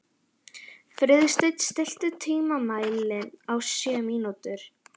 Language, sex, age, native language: Icelandic, female, 11, Icelandic